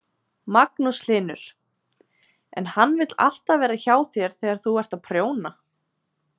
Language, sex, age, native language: Icelandic, female, 20-29, Icelandic